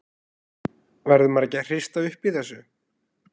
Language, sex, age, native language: Icelandic, male, 20-29, Icelandic